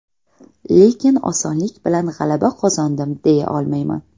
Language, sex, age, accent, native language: Uzbek, female, 18-24, Toshkent viloyati, Uzbek